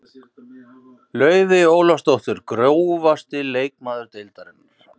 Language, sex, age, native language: Icelandic, male, 50-59, Icelandic